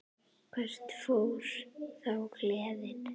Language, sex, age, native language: Icelandic, female, 9, Icelandic